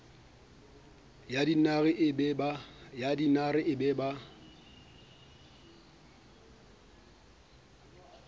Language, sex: Southern Sotho, male